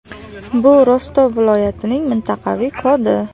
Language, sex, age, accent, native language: Uzbek, female, 19-29, Qashqadaryo, Uzbek